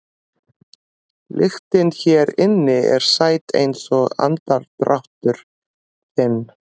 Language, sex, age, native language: Icelandic, female, 40-49, Icelandic